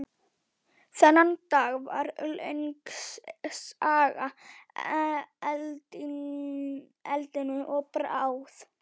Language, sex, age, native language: Icelandic, female, 11, Icelandic